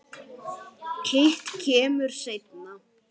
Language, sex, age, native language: Icelandic, male, 8, Icelandic